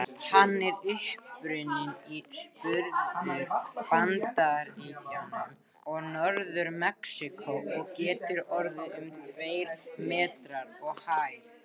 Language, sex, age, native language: Icelandic, male, 18-19, Icelandic